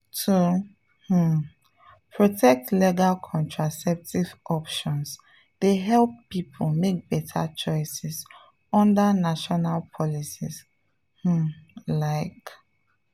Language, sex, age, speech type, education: Nigerian Pidgin, female, 15-29, spontaneous, tertiary